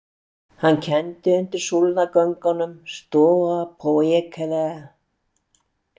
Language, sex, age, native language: Icelandic, female, 60-69, Icelandic